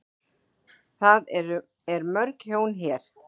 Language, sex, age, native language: Icelandic, female, 40-49, Icelandic